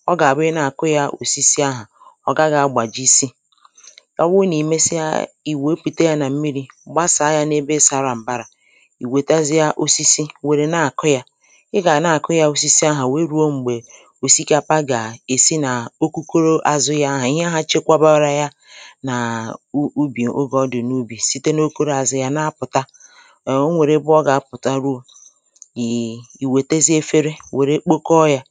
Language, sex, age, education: Igbo, female, 30-45, tertiary